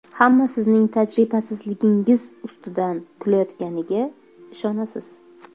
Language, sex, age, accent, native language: Uzbek, female, 25-34, Toshkent viloyati, Uzbek